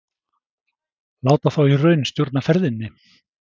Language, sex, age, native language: Icelandic, male, 60-69, Icelandic